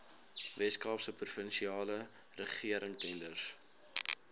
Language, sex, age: Afrikaans, male, 19